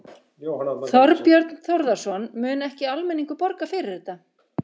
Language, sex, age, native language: Icelandic, female, 50-59, Icelandic